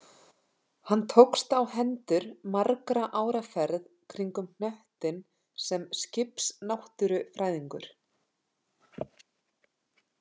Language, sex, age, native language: Icelandic, female, 30-39, Icelandic